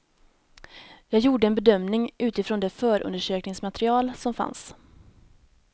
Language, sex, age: Swedish, female, 19